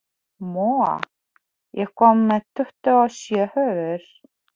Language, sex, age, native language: Icelandic, female, 40-49, Polish